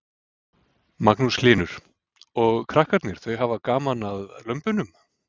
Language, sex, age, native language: Icelandic, male, 40-49, Icelandic